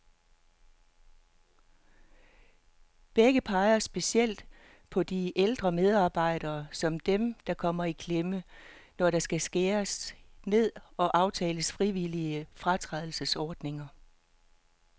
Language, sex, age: Danish, female, 48